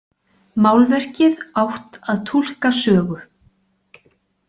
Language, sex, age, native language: Icelandic, female, 40-49, Icelandic